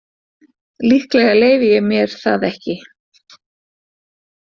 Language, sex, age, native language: Icelandic, female, 40-49, Icelandic